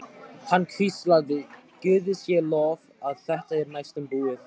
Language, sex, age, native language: Icelandic, male, 12, Icelandic